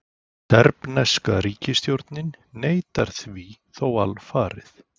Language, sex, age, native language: Icelandic, male, 40-49, Icelandic